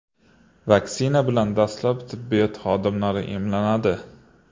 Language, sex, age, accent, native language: Uzbek, male, 25-34, Qashqadaryo, Uzbek